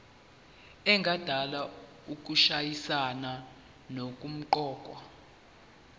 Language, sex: Zulu, male